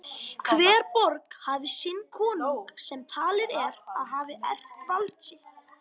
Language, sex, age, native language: Icelandic, female, 50-59, Icelandic